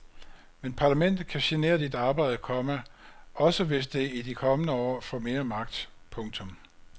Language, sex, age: Danish, male, 56